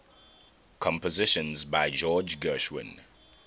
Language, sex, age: English, male, 21